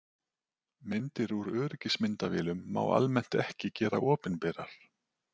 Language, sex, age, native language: Icelandic, male, 40-49, Icelandic